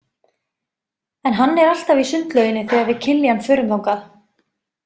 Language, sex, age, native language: Icelandic, female, 20-29, Icelandic